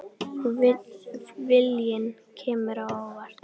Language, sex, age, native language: Icelandic, female, 10, Icelandic